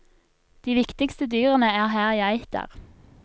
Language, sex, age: Norwegian, female, 24